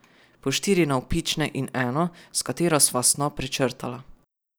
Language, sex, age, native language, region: Slovenian, male, 12-17, Slovenian, Savinja region